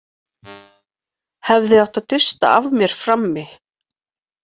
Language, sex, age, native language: Icelandic, female, 40-49, Icelandic